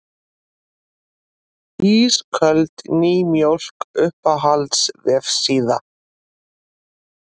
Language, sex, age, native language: Icelandic, female, 40-49, Icelandic